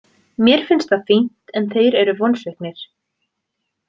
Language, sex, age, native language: Icelandic, female, 20-29, Icelandic